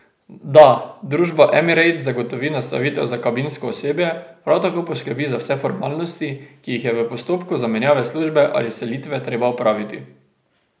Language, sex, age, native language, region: Slovenian, male, 18-29, Slovenian, Drava region